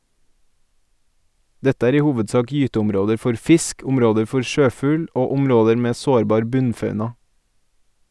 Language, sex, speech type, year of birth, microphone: Norwegian, male, read, 1989, Sennheiser